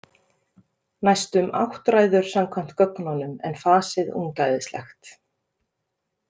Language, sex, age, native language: Icelandic, female, 30-39, Icelandic